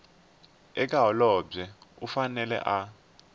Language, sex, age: Tsonga, male, 18